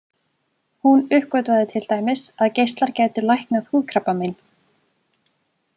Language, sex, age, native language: Icelandic, female, 20-29, Icelandic